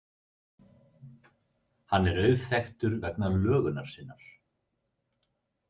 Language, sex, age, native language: Icelandic, male, 30-39, Icelandic